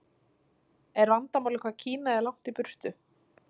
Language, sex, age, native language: Icelandic, female, 30-39, Icelandic